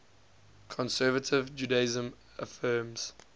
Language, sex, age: English, male, 20